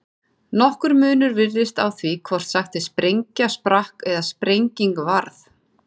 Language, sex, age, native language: Icelandic, female, 40-49, Icelandic